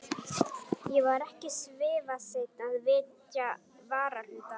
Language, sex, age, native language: Icelandic, female, 11, Icelandic